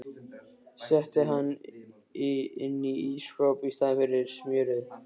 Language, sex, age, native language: Icelandic, male, 13, Icelandic